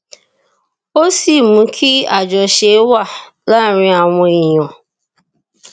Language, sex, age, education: Yoruba, female, 30-45, tertiary